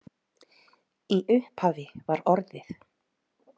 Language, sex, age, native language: Icelandic, female, 30-39, Icelandic